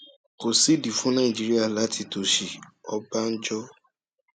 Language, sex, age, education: Yoruba, male, 15-29, tertiary